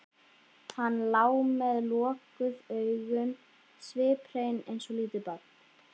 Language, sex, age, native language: Icelandic, female, 11, Icelandic